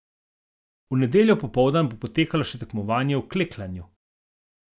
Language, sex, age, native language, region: Slovenian, male, 50-59, Slovenian, Zasavska region